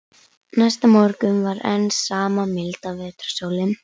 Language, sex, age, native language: Icelandic, female, 11, Icelandic